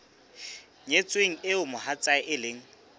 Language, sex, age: Southern Sotho, male, 26